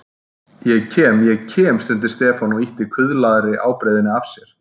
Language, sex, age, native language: Icelandic, male, 30-39, Icelandic